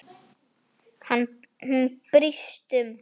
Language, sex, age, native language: Icelandic, female, 9, Icelandic